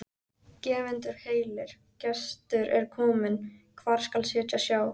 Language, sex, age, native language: Icelandic, female, 14, Icelandic